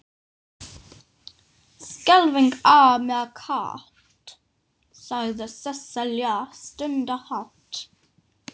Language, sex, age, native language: Icelandic, female, 18-19, English